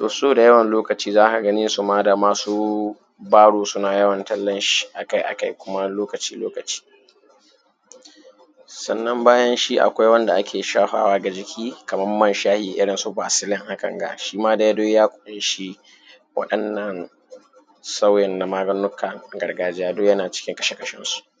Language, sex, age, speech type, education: Hausa, male, 15-29, spontaneous, primary